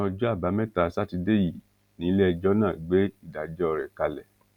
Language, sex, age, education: Yoruba, male, 46-60, tertiary